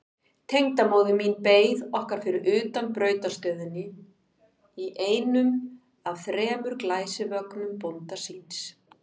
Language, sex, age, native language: Icelandic, female, 50-59, Icelandic